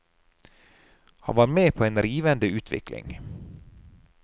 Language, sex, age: Norwegian, male, 30